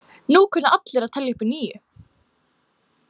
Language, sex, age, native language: Icelandic, female, 18-19, Icelandic